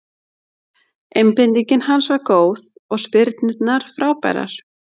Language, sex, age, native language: Icelandic, female, 30-39, Icelandic